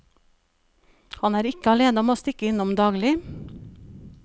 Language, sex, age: Norwegian, female, 37